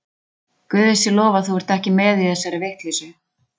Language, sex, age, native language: Icelandic, female, 20-29, Icelandic